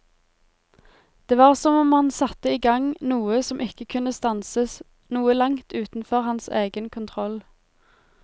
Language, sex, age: Norwegian, female, 23